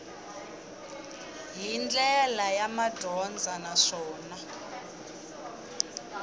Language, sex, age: Tsonga, female, 22